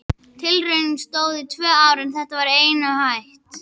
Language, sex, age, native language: Icelandic, female, 11, Icelandic